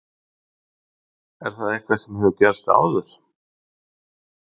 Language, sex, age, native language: Icelandic, male, 50-59, Icelandic